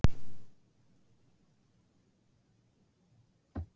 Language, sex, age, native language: Icelandic, female, 60-69, Icelandic